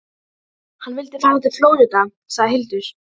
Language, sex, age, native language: Icelandic, female, 12, Icelandic